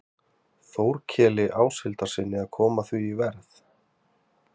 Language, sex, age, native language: Icelandic, male, 30-39, Icelandic